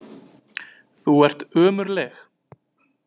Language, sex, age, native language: Icelandic, male, 20-29, Icelandic